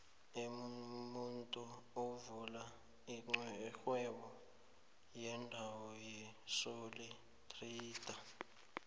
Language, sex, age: South Ndebele, male, 19